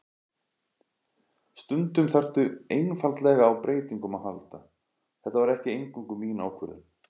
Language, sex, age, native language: Icelandic, male, 40-49, Icelandic